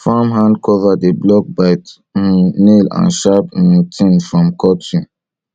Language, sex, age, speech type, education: Nigerian Pidgin, male, 30-45, spontaneous, tertiary